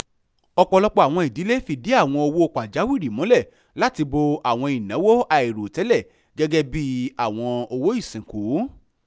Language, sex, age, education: Yoruba, male, 15-29, tertiary